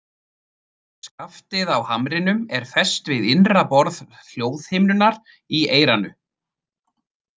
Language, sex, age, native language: Icelandic, male, 30-39, Icelandic